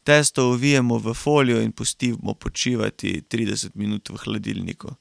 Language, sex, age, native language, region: Slovenian, male, 18-29, Slovenian, Carinthia region